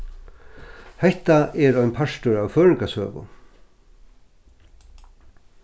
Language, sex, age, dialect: Faroese, male, 61+, Norðurstreymoy/Eysturoy